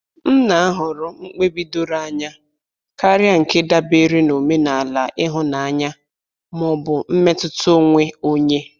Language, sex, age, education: Igbo, female, 15-29, tertiary